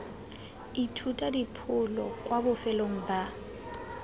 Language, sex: Tswana, female